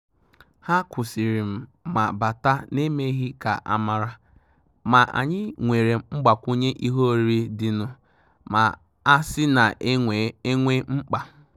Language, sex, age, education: Igbo, male, 15-29, tertiary